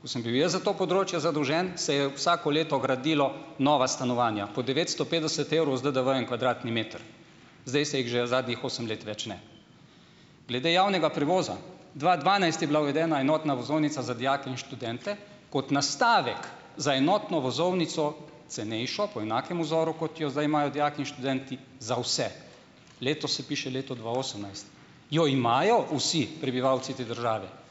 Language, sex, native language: Slovenian, male, Slovenian